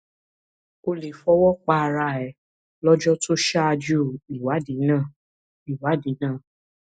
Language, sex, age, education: Yoruba, female, 15-29, tertiary